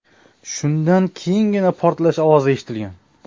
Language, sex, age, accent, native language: Uzbek, male, 25-34, Sirdaryo, Uzbek